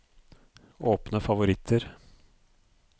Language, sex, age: Norwegian, male, 42